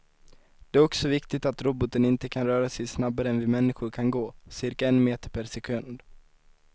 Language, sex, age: Swedish, male, 19